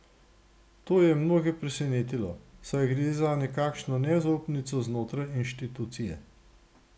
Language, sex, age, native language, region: Slovenian, male, 60+, Slovenian, Gorenjska region